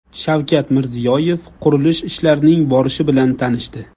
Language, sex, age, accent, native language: Uzbek, male, 25-34, Jizzax, Uzbek